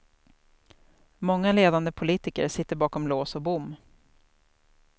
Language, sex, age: Swedish, female, 28